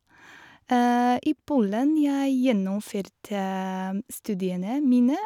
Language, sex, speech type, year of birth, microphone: Norwegian, female, spontaneous, 1986, Shure